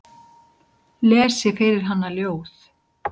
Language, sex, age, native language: Icelandic, male, 60-69, Icelandic